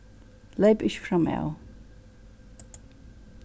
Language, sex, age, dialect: Faroese, female, 61+, Suðurstreymoy